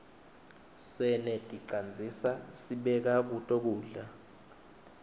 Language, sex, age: Swati, male, 21